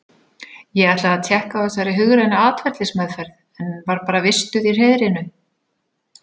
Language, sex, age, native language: Icelandic, female, 40-49, Icelandic